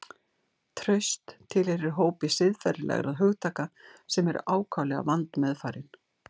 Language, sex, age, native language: Icelandic, female, 60-69, Icelandic